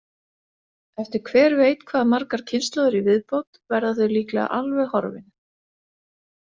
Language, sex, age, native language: Icelandic, female, 40-49, Icelandic